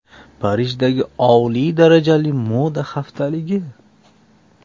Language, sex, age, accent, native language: Uzbek, male, 25-34, Sirdaryo, Uzbek